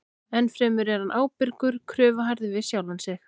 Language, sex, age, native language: Icelandic, female, 16, Icelandic